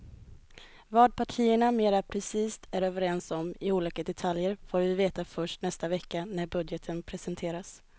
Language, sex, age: Swedish, female, 20